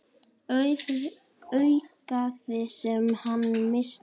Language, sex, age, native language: Icelandic, male, 10, Icelandic